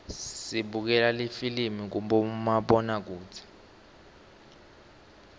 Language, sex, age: Swati, male, 18